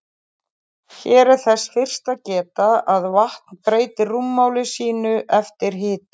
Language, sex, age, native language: Icelandic, female, 30-39, Icelandic